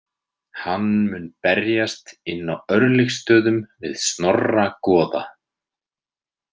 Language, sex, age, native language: Icelandic, male, 30-39, Icelandic